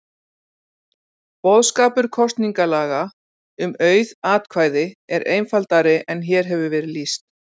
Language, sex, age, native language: Icelandic, female, 40-49, Icelandic